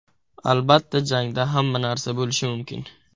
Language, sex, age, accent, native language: Uzbek, male, 18-24, Buxoro, Uzbek